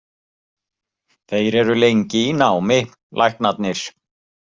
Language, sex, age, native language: Icelandic, male, 40-49, Icelandic